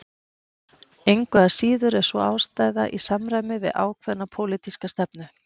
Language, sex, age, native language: Icelandic, female, 40-49, Icelandic